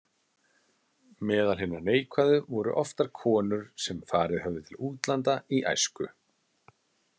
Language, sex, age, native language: Icelandic, male, 30-39, Icelandic